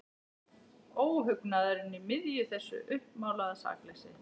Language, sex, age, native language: Icelandic, female, 11, Icelandic